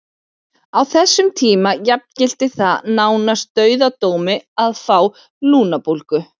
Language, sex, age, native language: Icelandic, female, 40-49, Icelandic